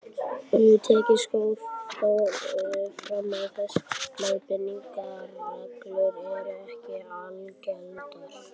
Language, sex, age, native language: Icelandic, male, 12, Icelandic